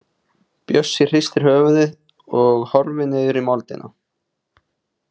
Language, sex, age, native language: Icelandic, male, 20-29, Icelandic